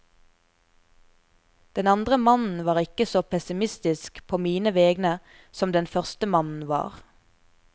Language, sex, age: Norwegian, female, 24